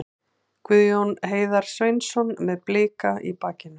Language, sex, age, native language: Icelandic, female, 40-49, Icelandic